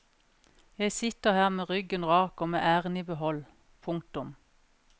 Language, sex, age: Norwegian, female, 41